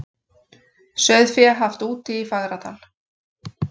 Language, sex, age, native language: Icelandic, female, 40-49, Icelandic